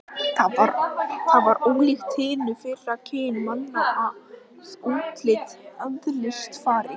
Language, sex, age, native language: Icelandic, male, 18-19, Icelandic